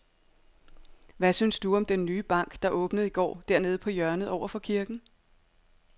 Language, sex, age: Danish, female, 42